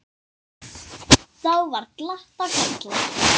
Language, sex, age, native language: Icelandic, other, 10, Icelandic